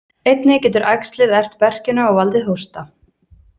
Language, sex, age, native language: Icelandic, female, 20-29, Icelandic